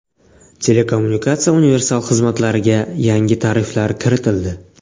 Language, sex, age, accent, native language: Uzbek, male, 18-24, Navoiy, Uzbek